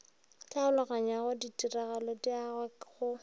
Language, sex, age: Northern Sotho, female, 23